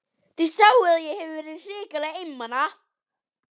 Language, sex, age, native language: Icelandic, female, 11, Icelandic